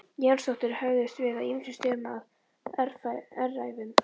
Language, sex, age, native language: Icelandic, female, 12, Icelandic